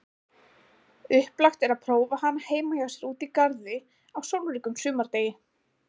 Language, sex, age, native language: Icelandic, female, 20-29, Icelandic